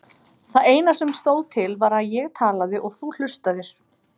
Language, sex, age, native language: Icelandic, female, 30-39, Icelandic